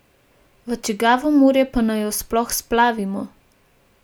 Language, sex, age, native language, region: Slovenian, female, 18-29, Slovenian, Gorenjska region